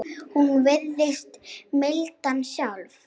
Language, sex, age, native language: Icelandic, male, 8, Icelandic